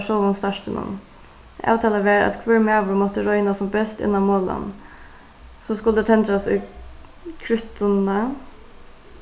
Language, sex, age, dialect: Faroese, female, 15-35, Suðuroy